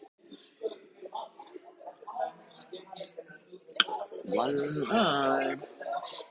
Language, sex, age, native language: Icelandic, male, 14, Icelandic